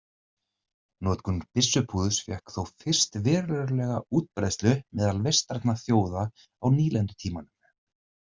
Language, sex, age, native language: Icelandic, male, 30-39, Icelandic